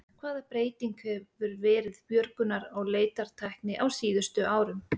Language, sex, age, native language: Icelandic, female, 30-39, Icelandic